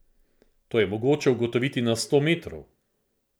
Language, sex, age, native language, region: Slovenian, male, 50-59, Slovenian, Central Slovenia